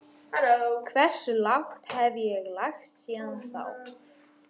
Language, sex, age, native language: Icelandic, female, 12, Icelandic